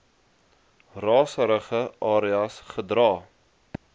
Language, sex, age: Afrikaans, male, 22